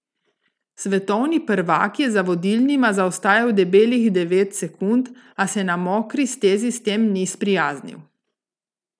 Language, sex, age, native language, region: Slovenian, female, 30-49, Slovenian, Gorica region